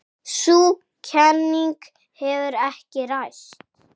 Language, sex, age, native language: Icelandic, male, 6, Icelandic